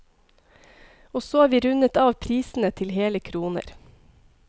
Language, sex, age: Norwegian, female, 42